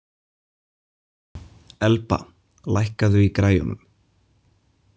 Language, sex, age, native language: Icelandic, male, 20-29, Icelandic